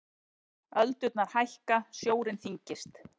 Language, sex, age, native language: Icelandic, female, 40-49, Icelandic